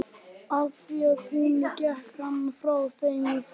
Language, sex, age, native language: Icelandic, male, 11, Icelandic